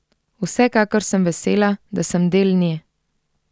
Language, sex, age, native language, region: Slovenian, female, 30-49, Slovenian, Central Slovenia